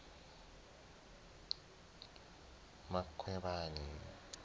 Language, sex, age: South Ndebele, male, 19